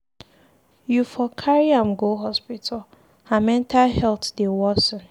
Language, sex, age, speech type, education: Nigerian Pidgin, female, 15-29, read, secondary